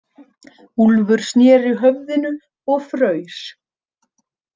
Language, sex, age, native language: Icelandic, female, 30-39, Icelandic